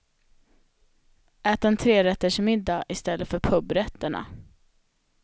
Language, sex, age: Swedish, female, 25